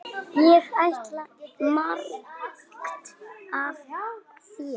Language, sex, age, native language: Icelandic, male, 9, Icelandic